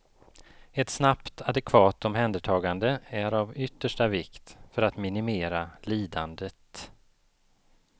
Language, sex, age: Swedish, male, 54